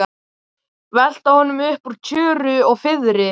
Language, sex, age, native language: Icelandic, male, 12, Icelandic